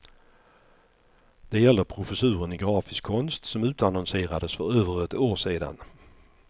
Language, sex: Swedish, male